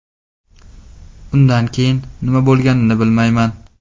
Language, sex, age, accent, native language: Uzbek, male, 18-24, Namangan, Uzbek